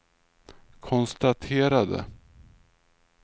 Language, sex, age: Swedish, male, 46